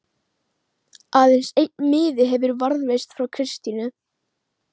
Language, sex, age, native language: Icelandic, female, 11, Icelandic